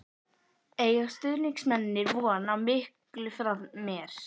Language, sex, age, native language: Icelandic, female, 11, Icelandic